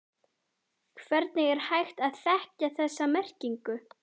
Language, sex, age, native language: Icelandic, female, 11, Icelandic